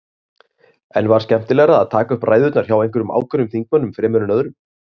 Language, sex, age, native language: Icelandic, male, 30-39, Icelandic